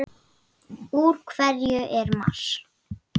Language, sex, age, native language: Icelandic, female, 9, Icelandic